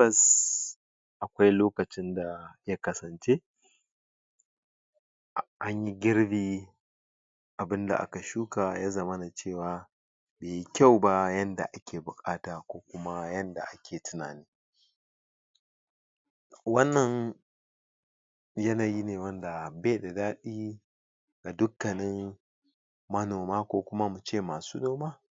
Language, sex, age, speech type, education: Hausa, male, 46-60, spontaneous, tertiary